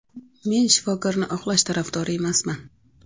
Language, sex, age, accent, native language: Uzbek, female, 35+, Navoiy, Uzbek